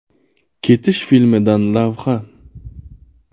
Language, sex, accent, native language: Uzbek, male, Namangan, Uzbek